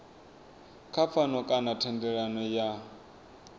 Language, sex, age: Venda, male, 24